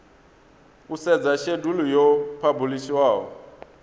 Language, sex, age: Venda, male, 22